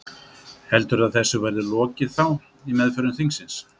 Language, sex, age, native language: Icelandic, male, 60-69, Icelandic